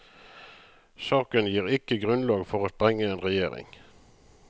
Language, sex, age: Norwegian, male, 35